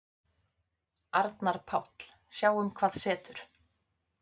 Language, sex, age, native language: Icelandic, female, 30-39, Icelandic